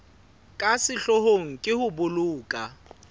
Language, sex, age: Southern Sotho, male, 21